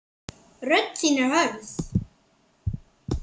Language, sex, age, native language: Icelandic, female, 9, Icelandic